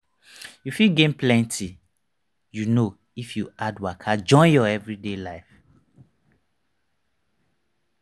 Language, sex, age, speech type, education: Nigerian Pidgin, male, 30-45, spontaneous, tertiary